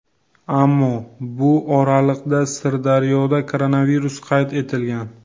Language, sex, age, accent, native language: Uzbek, male, 18-24, Buxoro, Uzbek